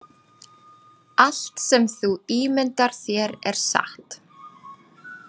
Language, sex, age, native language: Icelandic, female, 30-39, Icelandic